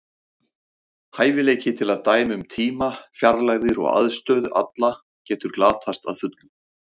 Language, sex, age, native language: Icelandic, male, 40-49, Icelandic